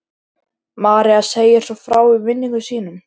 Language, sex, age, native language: Icelandic, male, 13, Icelandic